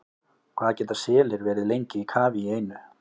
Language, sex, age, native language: Icelandic, male, 20-29, Icelandic